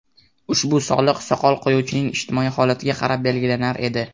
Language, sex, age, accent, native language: Uzbek, male, under 19, Toshkent viloyati, Uzbek